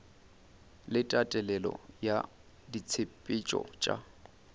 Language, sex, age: Northern Sotho, male, 29